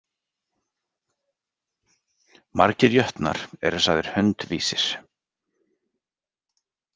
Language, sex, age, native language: Icelandic, male, 40-49, Icelandic